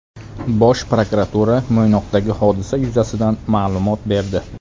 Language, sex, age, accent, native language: Uzbek, male, 25-34, Qashqadaryo, Uzbek